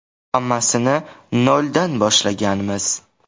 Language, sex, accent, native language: Uzbek, male, Samarqand, Uzbek